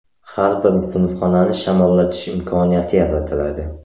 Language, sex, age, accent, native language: Uzbek, male, 18-24, Samarqand, Uzbek